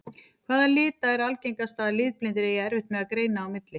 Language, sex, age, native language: Icelandic, female, 40-49, Icelandic